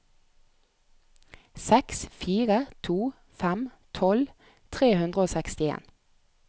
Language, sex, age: Norwegian, female, 30